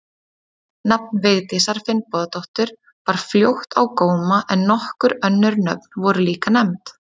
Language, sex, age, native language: Icelandic, female, 30-39, Icelandic